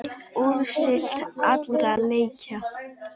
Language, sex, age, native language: Icelandic, female, 10, Icelandic